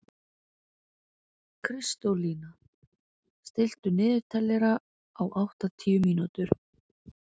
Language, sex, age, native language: Icelandic, female, 20-29, Icelandic